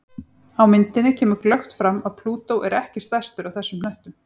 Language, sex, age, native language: Icelandic, female, 40-49, Icelandic